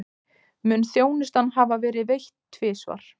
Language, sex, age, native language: Icelandic, female, 20-29, Icelandic